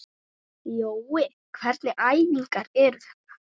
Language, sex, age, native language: Icelandic, male, 8, Icelandic